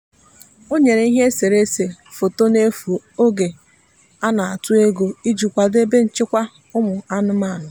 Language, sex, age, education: Igbo, female, 15-29, tertiary